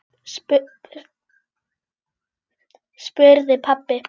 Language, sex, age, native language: Icelandic, female, 10, Icelandic